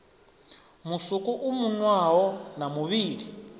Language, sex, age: Venda, male, 25